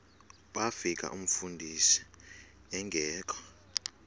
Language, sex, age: Xhosa, male, 32